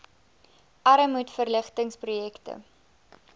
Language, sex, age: Afrikaans, female, 22